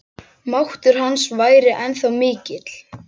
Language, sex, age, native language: Icelandic, male, 6, Icelandic